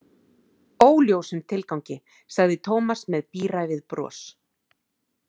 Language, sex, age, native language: Icelandic, female, 40-49, Icelandic